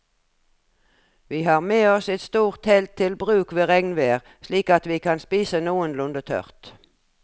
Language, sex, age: Norwegian, female, 57